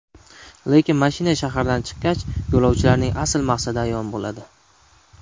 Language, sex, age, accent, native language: Uzbek, male, 19-29, Namangan, Uzbek